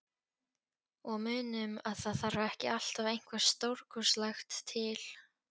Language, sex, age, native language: Icelandic, female, 14, Polish